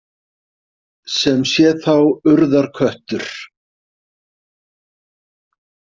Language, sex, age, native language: Icelandic, male, 50-59, Icelandic